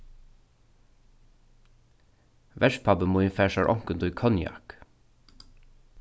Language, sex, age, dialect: Faroese, male, 36-60, Norðuroyggjar